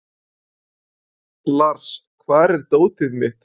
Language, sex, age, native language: Icelandic, male, 20-29, Icelandic